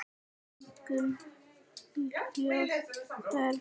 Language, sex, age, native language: Icelandic, female, 10, Icelandic